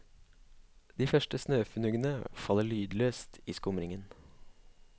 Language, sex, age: Norwegian, male, 25